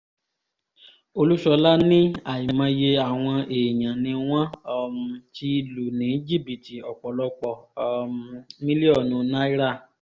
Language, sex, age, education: Yoruba, female, 15-29, tertiary